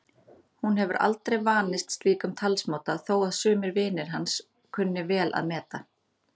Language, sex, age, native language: Icelandic, female, 30-39, Icelandic